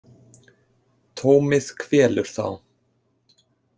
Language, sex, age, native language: Icelandic, male, 30-39, Icelandic